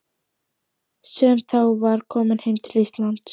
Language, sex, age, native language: Icelandic, female, 12, Icelandic